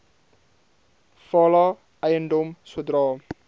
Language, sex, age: Afrikaans, male, 22